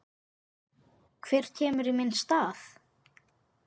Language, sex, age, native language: Icelandic, male, 8, Icelandic